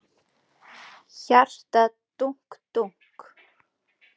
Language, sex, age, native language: Icelandic, female, 40-49, Icelandic